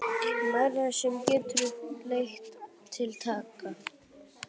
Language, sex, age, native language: Icelandic, male, 18-19, Icelandic